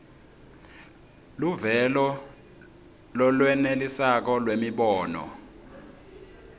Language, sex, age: Swati, male, 26